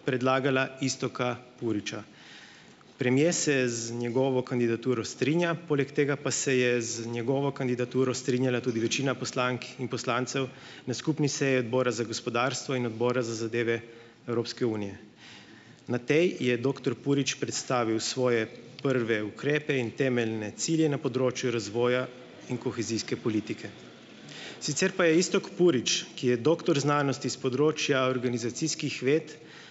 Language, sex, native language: Slovenian, male, Slovenian